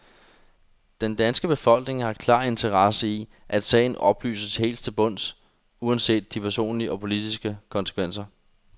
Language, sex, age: Danish, male, 21